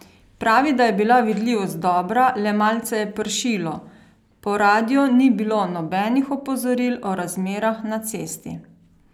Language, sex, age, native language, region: Slovenian, female, 30-49, Slovenian, Carinthia region